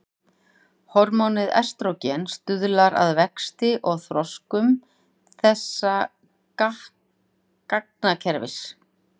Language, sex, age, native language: Icelandic, female, 40-49, Icelandic